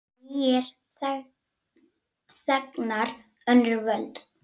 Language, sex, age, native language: Icelandic, female, 9, Icelandic